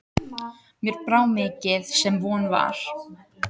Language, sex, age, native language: Icelandic, other, 18-19, Icelandic